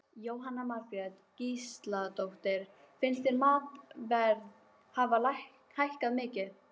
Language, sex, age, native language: Icelandic, female, 12, Icelandic